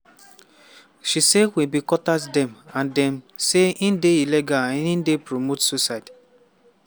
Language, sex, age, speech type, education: Nigerian Pidgin, male, 15-29, spontaneous, tertiary